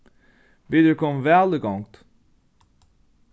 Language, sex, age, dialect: Faroese, male, 36-60, Norðurstreymoy/Eysturoy